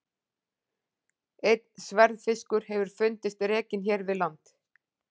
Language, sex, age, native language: Icelandic, female, 40-49, Icelandic